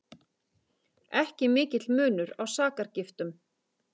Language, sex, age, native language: Icelandic, female, 40-49, Icelandic